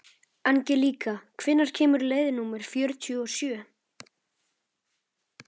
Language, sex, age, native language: Icelandic, male, 13, Icelandic